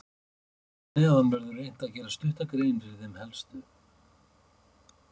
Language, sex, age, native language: Icelandic, male, 50-59, Icelandic